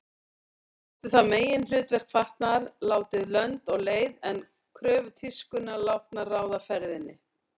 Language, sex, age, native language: Icelandic, female, 40-49, Icelandic